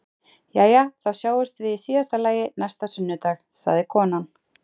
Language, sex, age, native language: Icelandic, female, 30-39, Icelandic